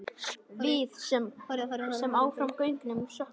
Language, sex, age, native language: Icelandic, male, 10, Icelandic